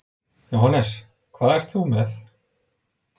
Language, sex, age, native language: Icelandic, male, 40-49, Icelandic